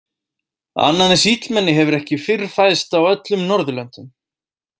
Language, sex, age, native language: Icelandic, male, 18-19, Icelandic